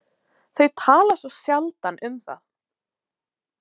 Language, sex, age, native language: Icelandic, female, 20-29, Icelandic